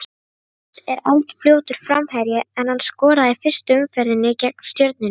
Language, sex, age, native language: Icelandic, female, 30-39, Icelandic